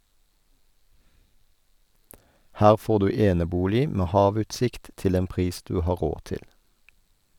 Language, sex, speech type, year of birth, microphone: Norwegian, male, read, 1972, Sennheiser